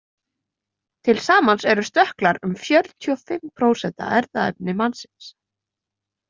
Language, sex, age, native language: Icelandic, female, 20-29, Icelandic